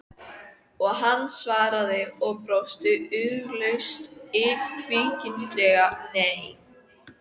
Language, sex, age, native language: Icelandic, female, 14, Icelandic